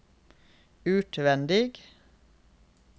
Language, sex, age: Norwegian, male, 31